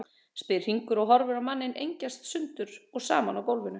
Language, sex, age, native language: Icelandic, female, 30-39, Icelandic